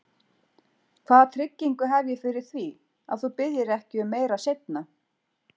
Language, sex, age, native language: Icelandic, female, 40-49, Icelandic